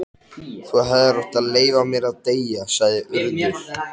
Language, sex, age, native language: Icelandic, male, 13, Icelandic